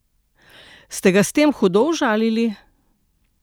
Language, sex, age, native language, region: Slovenian, female, 60+, Slovenian, Central Slovenia